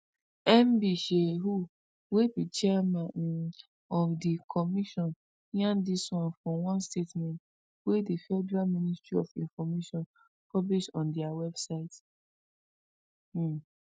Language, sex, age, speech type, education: Nigerian Pidgin, female, 15-29, spontaneous, tertiary